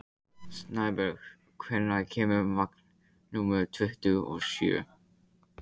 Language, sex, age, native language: Icelandic, male, 15, Icelandic